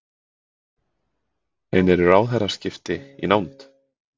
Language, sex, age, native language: Icelandic, male, 20-29, Icelandic